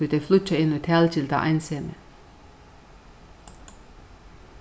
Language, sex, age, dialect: Faroese, female, 61+, Suðurstreymoy